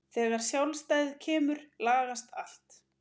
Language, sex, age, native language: Icelandic, female, 30-39, Icelandic